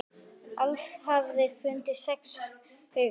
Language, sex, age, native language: Icelandic, male, 9, Icelandic